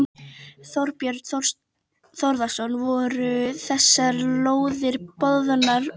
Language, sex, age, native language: Icelandic, female, 12, Icelandic